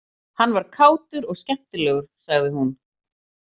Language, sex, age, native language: Icelandic, female, 40-49, Icelandic